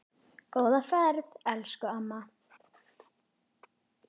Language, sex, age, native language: Icelandic, female, 10, Icelandic